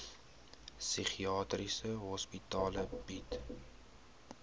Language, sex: Afrikaans, male